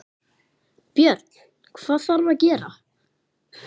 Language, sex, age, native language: Icelandic, male, 9, Icelandic